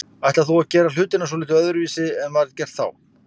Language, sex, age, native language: Icelandic, male, 50-59, Icelandic